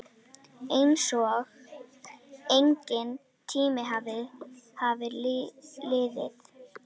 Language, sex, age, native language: Icelandic, female, 10, Icelandic